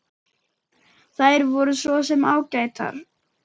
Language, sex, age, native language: Icelandic, male, 10, Icelandic